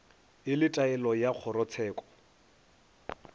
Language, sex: Northern Sotho, male